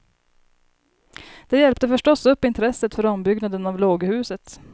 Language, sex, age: Swedish, female, 30